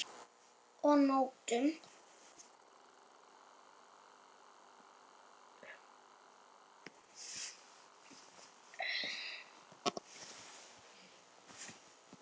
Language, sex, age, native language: Icelandic, male, 7, Icelandic